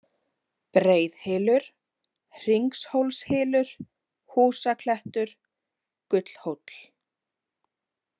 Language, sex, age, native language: Icelandic, female, 30-39, Icelandic